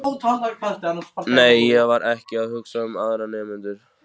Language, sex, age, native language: Icelandic, male, 14, Icelandic